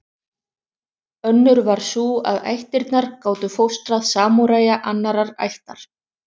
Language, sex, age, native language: Icelandic, other, 30-39, Icelandic